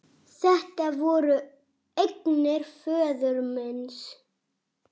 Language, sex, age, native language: Icelandic, male, 6, Icelandic